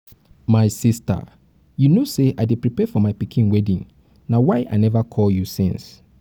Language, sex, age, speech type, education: Nigerian Pidgin, male, 30-45, spontaneous, tertiary